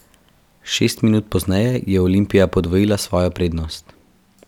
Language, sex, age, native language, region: Slovenian, male, 12-17, Slovenian, Central Slovenia